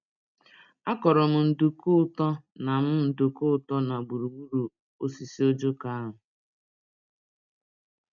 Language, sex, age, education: Igbo, female, 30-45, tertiary